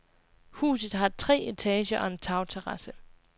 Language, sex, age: Danish, female, 20